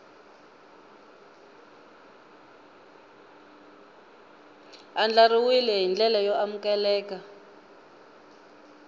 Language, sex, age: Tsonga, female, 19